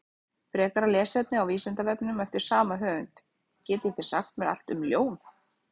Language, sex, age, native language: Icelandic, female, 30-39, Icelandic